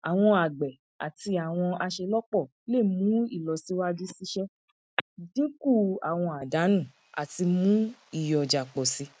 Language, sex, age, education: Yoruba, female, 30-45, tertiary